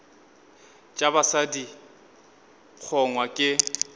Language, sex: Northern Sotho, male